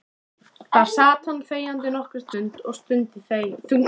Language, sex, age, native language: Icelandic, female, 13, Icelandic